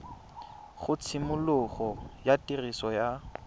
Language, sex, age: Tswana, male, 20